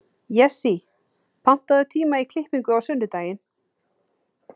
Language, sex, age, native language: Icelandic, female, 30-39, Icelandic